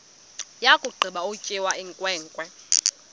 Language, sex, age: Xhosa, female, 22